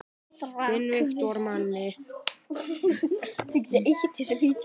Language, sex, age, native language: Icelandic, male, 9, Icelandic